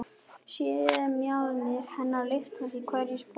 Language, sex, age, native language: Icelandic, male, 11, Icelandic